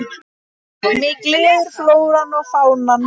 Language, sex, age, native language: Icelandic, female, 10, Icelandic